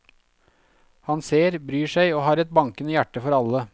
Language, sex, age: Norwegian, male, 32